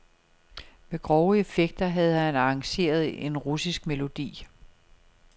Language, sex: Danish, female